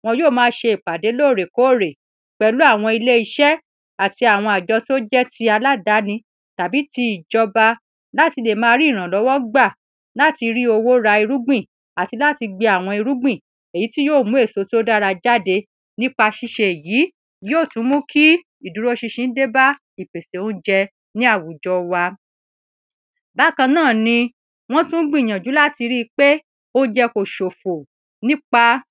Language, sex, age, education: Yoruba, female, 30-45, secondary